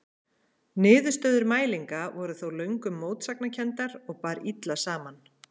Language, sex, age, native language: Icelandic, female, 30-39, Icelandic